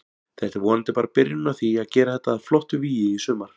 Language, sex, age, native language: Icelandic, male, 40-49, Icelandic